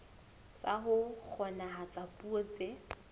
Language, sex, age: Southern Sotho, female, 19